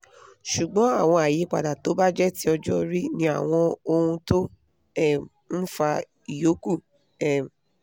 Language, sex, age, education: Yoruba, female, 15-29, tertiary